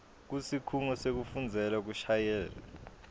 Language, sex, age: Swati, male, 22